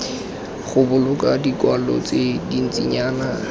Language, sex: Tswana, male